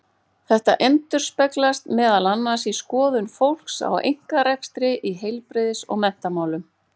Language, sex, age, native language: Icelandic, female, 40-49, Icelandic